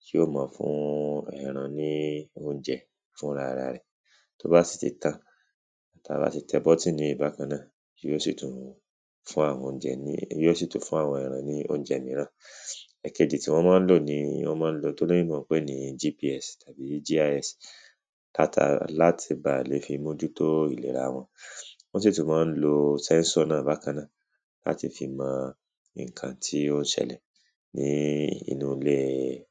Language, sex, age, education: Yoruba, male, 30-45, secondary